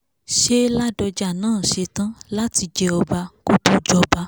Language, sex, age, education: Yoruba, female, 15-29, tertiary